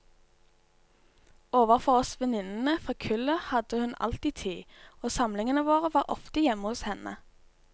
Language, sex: Norwegian, female